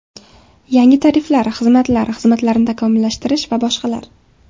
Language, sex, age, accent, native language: Uzbek, female, 18-24, Samarqand, Uzbek